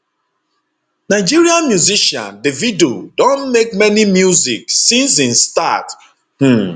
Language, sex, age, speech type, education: Nigerian Pidgin, male, 30-45, spontaneous, tertiary